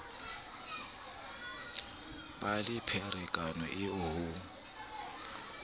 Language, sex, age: Southern Sotho, male, 26